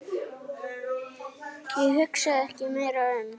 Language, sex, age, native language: Icelandic, male, 9, Icelandic